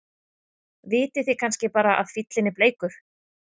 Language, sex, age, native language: Icelandic, female, 30-39, Icelandic